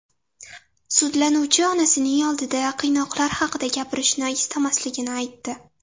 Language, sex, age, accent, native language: Uzbek, female, under 19, Toshkent shahri, Uzbek